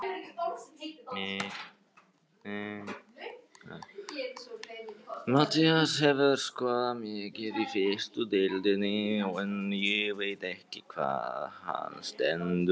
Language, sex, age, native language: Icelandic, male, 18-19, Icelandic